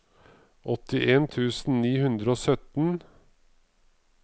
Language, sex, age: Norwegian, male, 55